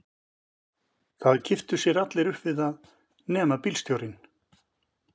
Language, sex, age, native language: Icelandic, male, 50-59, Icelandic